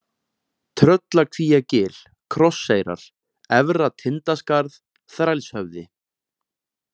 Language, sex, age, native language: Icelandic, male, 20-29, Icelandic